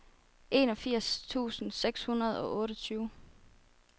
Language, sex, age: Danish, female, 24